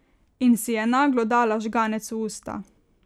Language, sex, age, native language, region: Slovenian, female, 18-29, Slovenian, Carinthia region